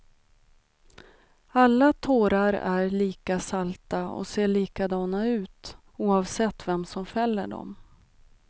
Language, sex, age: Swedish, female, 36